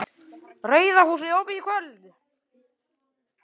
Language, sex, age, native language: Icelandic, male, 10, Icelandic